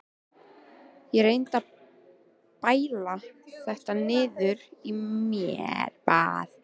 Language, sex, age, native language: Icelandic, female, 13, Icelandic